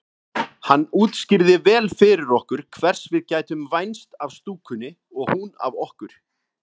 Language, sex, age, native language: Icelandic, male, 30-39, Icelandic